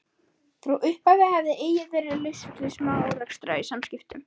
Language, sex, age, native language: Icelandic, male, 13, Icelandic